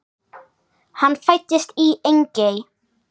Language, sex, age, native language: Icelandic, female, 9, Icelandic